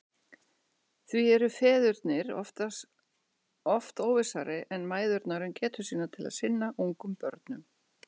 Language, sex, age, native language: Icelandic, female, 60-69, Icelandic